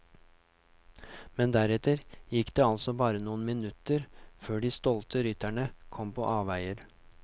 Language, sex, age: Norwegian, male, 39